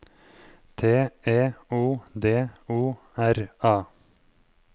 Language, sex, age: Norwegian, male, 23